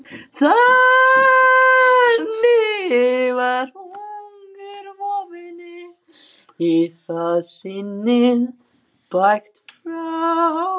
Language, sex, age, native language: Icelandic, male, 14, Icelandic